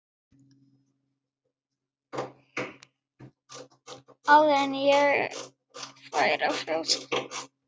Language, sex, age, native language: Icelandic, female, 9, Icelandic